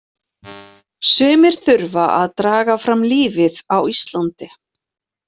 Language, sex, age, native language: Icelandic, female, 40-49, Icelandic